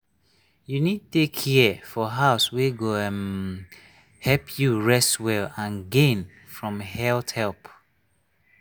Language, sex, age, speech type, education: Nigerian Pidgin, male, 30-45, spontaneous, tertiary